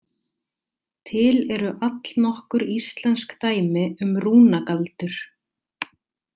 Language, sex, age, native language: Icelandic, female, 30-39, Icelandic